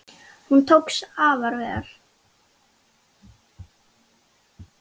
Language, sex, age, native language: Icelandic, female, 10, Icelandic